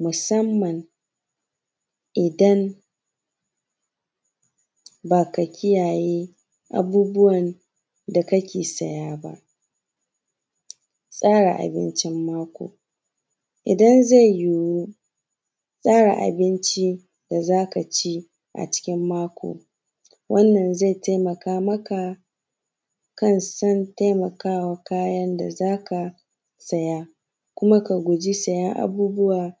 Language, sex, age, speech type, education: Hausa, female, 15-29, spontaneous, secondary